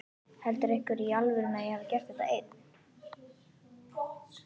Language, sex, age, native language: Icelandic, female, 11, Icelandic